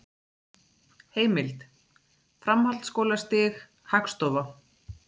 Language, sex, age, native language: Icelandic, female, 30-39, Icelandic